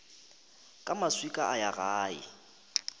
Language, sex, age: Northern Sotho, male, 23